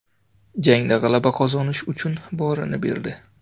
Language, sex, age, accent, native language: Uzbek, male, 25-34, Navoiy, Uzbek